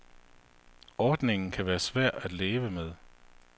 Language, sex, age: Danish, male, 48